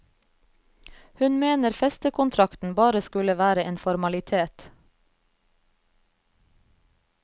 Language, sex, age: Norwegian, female, 34